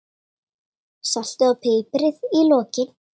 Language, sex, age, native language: Icelandic, female, 9, Icelandic